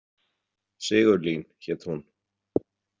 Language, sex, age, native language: Icelandic, male, 40-49, Icelandic